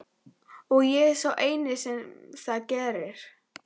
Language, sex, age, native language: Icelandic, female, 11, Icelandic